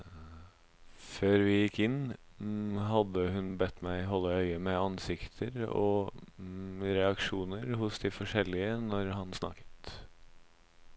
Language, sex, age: Norwegian, male, 26